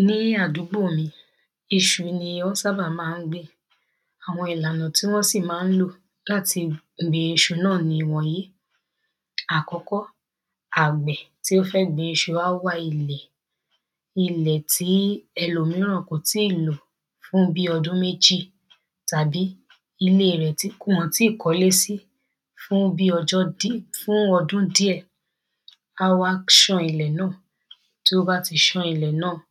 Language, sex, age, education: Yoruba, female, 15-29, secondary